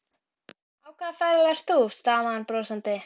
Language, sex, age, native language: Icelandic, female, 12, Icelandic